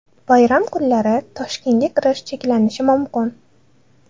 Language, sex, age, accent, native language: Uzbek, female, 18-24, Toshkent shahri, Uzbek